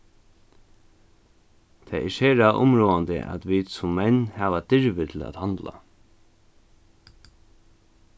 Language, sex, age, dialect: Faroese, male, 15-35, Norðuroyggjar